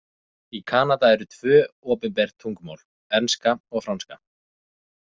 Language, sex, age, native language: Icelandic, male, 20-29, Icelandic